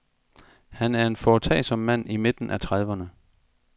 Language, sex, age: Danish, male, 42